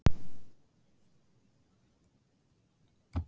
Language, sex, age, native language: Icelandic, female, 60-69, Icelandic